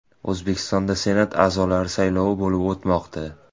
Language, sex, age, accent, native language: Uzbek, male, 18-24, Toshkent viloyati, Uzbek